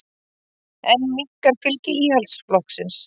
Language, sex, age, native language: Icelandic, female, 30-39, Icelandic